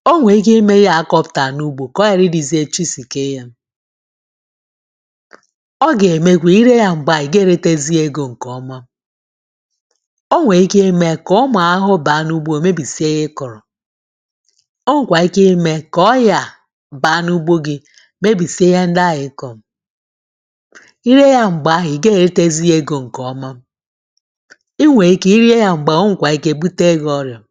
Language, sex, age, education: Igbo, female, 30-45, tertiary